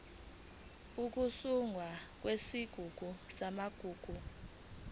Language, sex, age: Zulu, female, 19